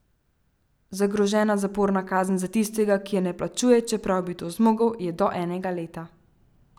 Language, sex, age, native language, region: Slovenian, female, 12-17, Slovenian, Central Slovenia